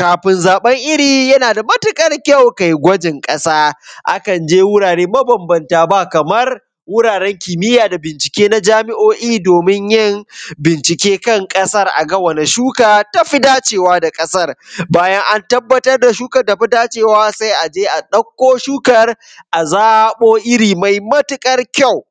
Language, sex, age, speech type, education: Hausa, male, 15-29, spontaneous, secondary